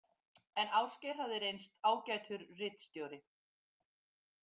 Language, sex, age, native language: Icelandic, female, 50-59, Icelandic